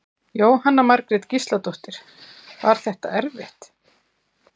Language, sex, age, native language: Icelandic, female, 40-49, Icelandic